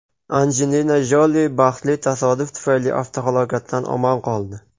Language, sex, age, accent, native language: Uzbek, male, 19-29, Qashqadaryo, Uzbek